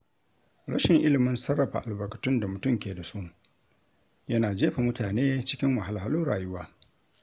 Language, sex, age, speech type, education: Hausa, male, 60+, read, tertiary